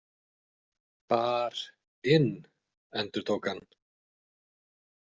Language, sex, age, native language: Icelandic, male, 40-49, Icelandic